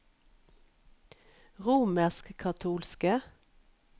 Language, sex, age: Norwegian, female, 51